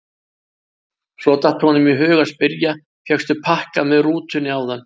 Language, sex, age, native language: Icelandic, male, 60-69, Icelandic